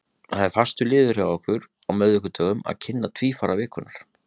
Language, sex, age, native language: Icelandic, male, 30-39, Icelandic